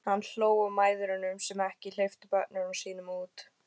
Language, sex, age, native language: Icelandic, female, 12, Icelandic